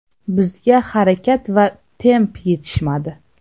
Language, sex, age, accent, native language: Uzbek, female, 18-24, Toshkent shahri, Uzbek